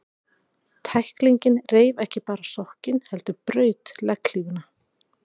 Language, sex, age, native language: Icelandic, female, 40-49, Icelandic